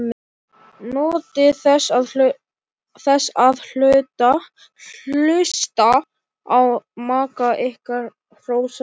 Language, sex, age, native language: Icelandic, male, 11, Icelandic